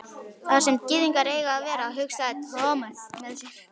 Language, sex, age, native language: Icelandic, male, 11, Icelandic